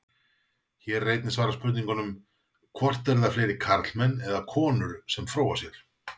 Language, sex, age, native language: Icelandic, male, 40-49, Icelandic